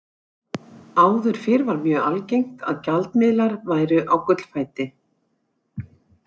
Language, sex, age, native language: Icelandic, female, 60-69, Icelandic